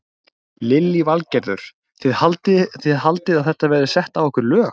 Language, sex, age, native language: Icelandic, male, 20-29, Icelandic